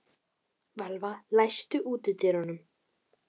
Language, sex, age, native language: Icelandic, female, 12, Icelandic